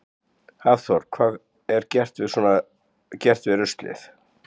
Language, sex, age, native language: Icelandic, male, 60-69, Icelandic